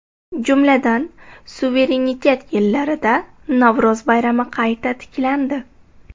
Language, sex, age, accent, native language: Uzbek, female, 18-24, Toshkent shahri, Uzbek